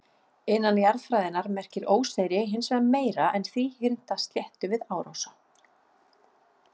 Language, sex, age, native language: Icelandic, female, 40-49, Icelandic